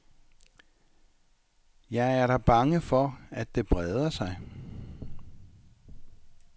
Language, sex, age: Danish, male, 64